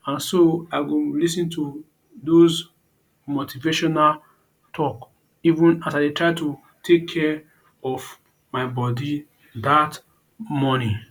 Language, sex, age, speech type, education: Nigerian Pidgin, male, 30-45, spontaneous, tertiary